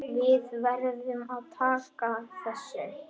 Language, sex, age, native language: Icelandic, male, 10, Icelandic